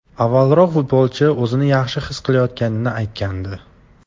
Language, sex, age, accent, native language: Uzbek, male, 18-24, Farg'ona, Tajik